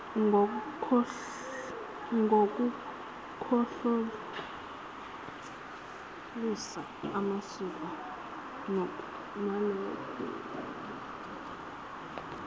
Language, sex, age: Zulu, female, 19